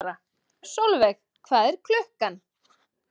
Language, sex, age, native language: Icelandic, female, 30-39, Icelandic